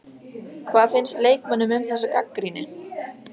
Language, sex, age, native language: Icelandic, female, 14, Icelandic